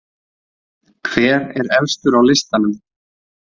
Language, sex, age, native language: Icelandic, male, 20-29, Icelandic